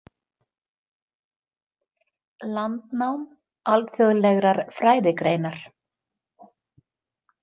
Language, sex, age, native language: Icelandic, female, 50-59, Icelandic